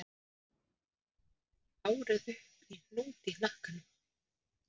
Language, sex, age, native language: Icelandic, female, 30-39, Icelandic